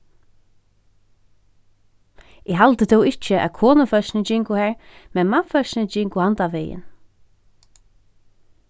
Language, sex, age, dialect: Faroese, female, 36-60, Norðurstreymoy/Eysturoy